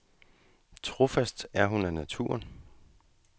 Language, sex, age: Danish, male, 35